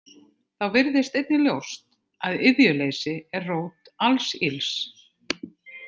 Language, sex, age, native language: Icelandic, female, 50-59, Icelandic